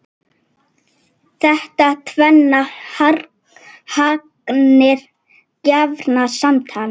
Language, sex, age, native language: Icelandic, female, 9, Icelandic